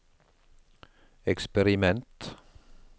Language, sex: Norwegian, male